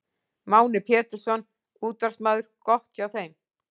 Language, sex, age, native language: Icelandic, female, 40-49, Icelandic